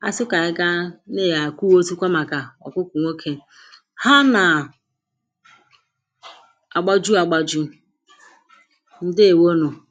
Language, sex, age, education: Igbo, female, 46-60, secondary